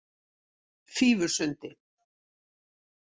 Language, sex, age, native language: Icelandic, female, 60-69, Icelandic